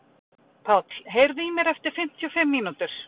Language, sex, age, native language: Icelandic, female, 50-59, Icelandic